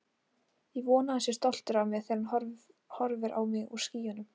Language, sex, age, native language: Icelandic, female, 18-19, Icelandic